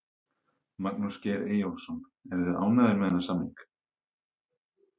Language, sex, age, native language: Icelandic, male, 30-39, Icelandic